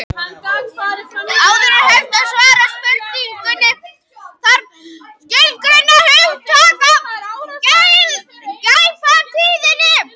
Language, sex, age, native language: Icelandic, female, 18-19, Icelandic